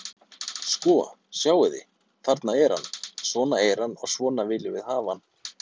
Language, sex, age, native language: Icelandic, male, 30-39, Icelandic